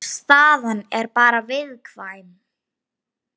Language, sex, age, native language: Icelandic, female, 8, Icelandic